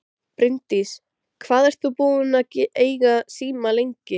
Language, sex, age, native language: Icelandic, female, 13, Icelandic